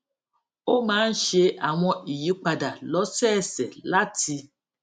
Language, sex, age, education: Yoruba, female, 46-60, tertiary